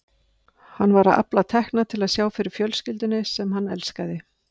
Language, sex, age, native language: Icelandic, female, 50-59, Icelandic